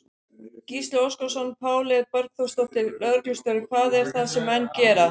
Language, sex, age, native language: Icelandic, female, 60-69, Icelandic